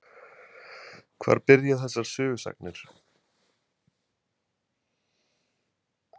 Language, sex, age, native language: Icelandic, male, 20-29, Icelandic